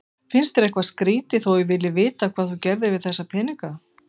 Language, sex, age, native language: Icelandic, female, 50-59, Icelandic